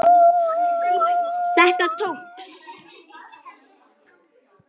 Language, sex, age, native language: Icelandic, male, 8, Icelandic